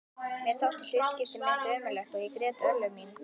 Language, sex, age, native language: Icelandic, female, 11, Icelandic